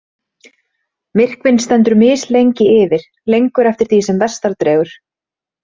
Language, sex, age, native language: Icelandic, female, 30-39, Icelandic